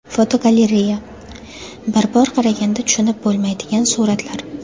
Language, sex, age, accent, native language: Uzbek, female, 18-24, Jizzax, Uzbek